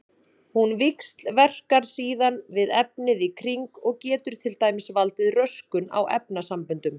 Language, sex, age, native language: Icelandic, female, 30-39, Icelandic